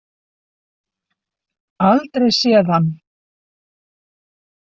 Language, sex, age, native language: Icelandic, female, 60-69, Icelandic